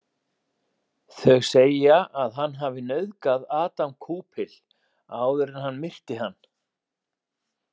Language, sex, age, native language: Icelandic, male, 40-49, Icelandic